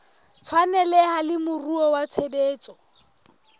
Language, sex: Southern Sotho, female